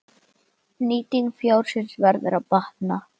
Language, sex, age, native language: Icelandic, female, 10, Icelandic